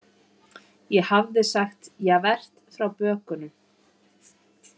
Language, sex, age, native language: Icelandic, female, 30-39, Icelandic